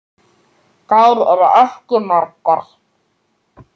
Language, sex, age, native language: Icelandic, male, 7, Icelandic